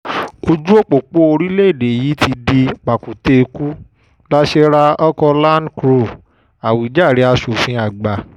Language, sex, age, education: Yoruba, male, 15-29, tertiary